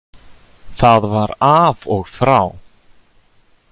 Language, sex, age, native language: Icelandic, male, 30-39, Icelandic